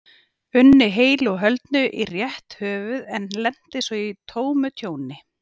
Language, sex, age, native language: Icelandic, female, 40-49, Icelandic